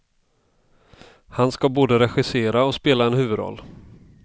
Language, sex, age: Swedish, male, 32